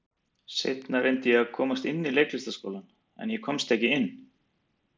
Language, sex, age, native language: Icelandic, male, 40-49, Icelandic